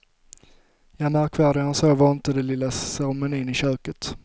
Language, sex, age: Swedish, male, 25